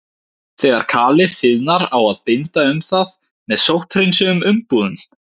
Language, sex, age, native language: Icelandic, male, 17, Icelandic